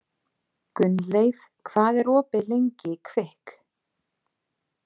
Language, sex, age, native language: Icelandic, female, 30-39, Icelandic